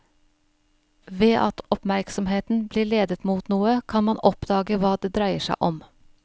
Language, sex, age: Norwegian, female, 41